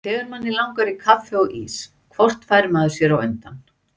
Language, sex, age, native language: Icelandic, female, 60-69, Icelandic